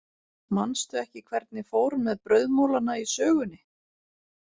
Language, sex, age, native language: Icelandic, female, 40-49, Icelandic